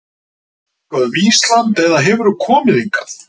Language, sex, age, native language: Icelandic, male, 50-59, Icelandic